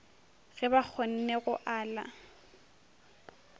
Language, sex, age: Northern Sotho, female, 23